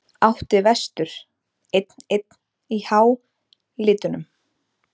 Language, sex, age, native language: Icelandic, female, 30-39, Icelandic